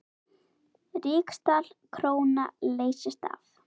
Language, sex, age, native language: Icelandic, female, 9, Icelandic